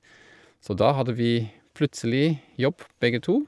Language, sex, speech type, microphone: Norwegian, male, spontaneous, Shure